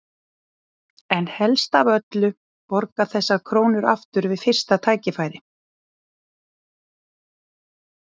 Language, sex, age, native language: Icelandic, female, 40-49, Icelandic